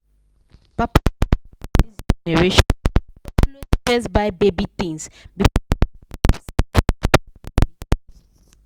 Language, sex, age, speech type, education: Nigerian Pidgin, female, 15-29, spontaneous, tertiary